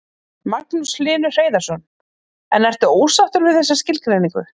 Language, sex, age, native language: Icelandic, female, 40-49, Icelandic